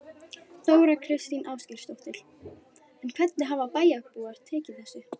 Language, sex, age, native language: Icelandic, female, 12, Icelandic